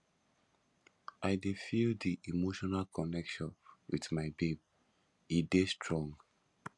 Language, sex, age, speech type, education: Nigerian Pidgin, male, 15-29, spontaneous, tertiary